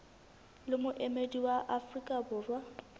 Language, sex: Southern Sotho, female